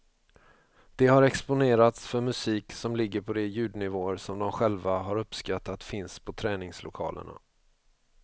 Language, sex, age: Swedish, male, 45